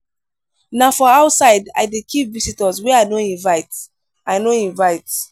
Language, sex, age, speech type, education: Nigerian Pidgin, female, 15-29, spontaneous, tertiary